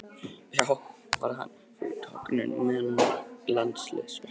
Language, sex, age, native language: Icelandic, male, 18-19, Icelandic